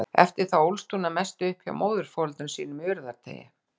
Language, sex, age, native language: Icelandic, female, 60-69, Icelandic